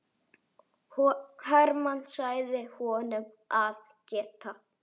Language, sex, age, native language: Icelandic, male, 8, Icelandic